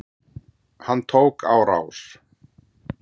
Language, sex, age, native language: Icelandic, male, 40-49, Icelandic